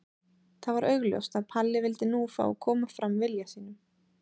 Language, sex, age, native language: Icelandic, female, 30-39, Icelandic